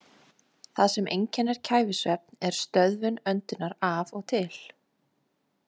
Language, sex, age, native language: Icelandic, female, 20-29, Icelandic